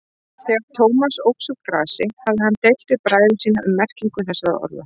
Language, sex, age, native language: Icelandic, female, 30-39, Icelandic